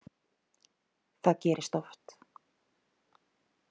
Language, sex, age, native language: Icelandic, female, 30-39, Icelandic